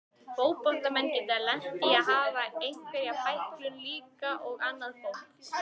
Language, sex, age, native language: Icelandic, female, 18-19, Icelandic